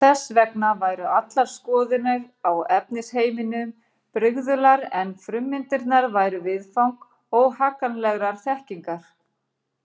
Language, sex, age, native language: Icelandic, female, 40-49, Icelandic